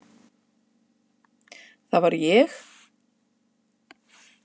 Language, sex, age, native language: Icelandic, female, 50-59, Icelandic